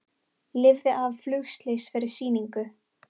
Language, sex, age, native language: Icelandic, female, 18-19, Icelandic